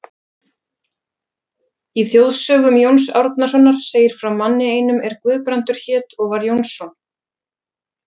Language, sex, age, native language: Icelandic, female, 40-49, Icelandic